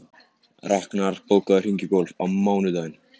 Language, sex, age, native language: Icelandic, other, 14, Icelandic